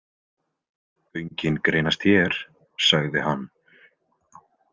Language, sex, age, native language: Icelandic, male, 20-29, Icelandic